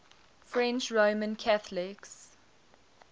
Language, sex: English, female